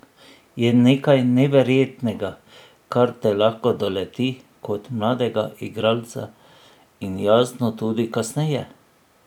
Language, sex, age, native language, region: Slovenian, male, 60+, Slovenian, Drava region